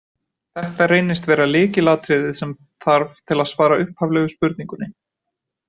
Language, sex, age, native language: Icelandic, male, 20-29, Icelandic